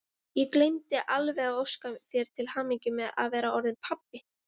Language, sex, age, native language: Icelandic, female, 20-29, Icelandic